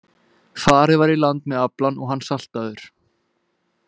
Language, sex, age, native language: Icelandic, male, 20-29, Icelandic